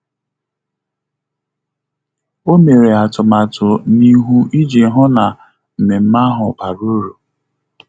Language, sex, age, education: Igbo, male, 30-45, tertiary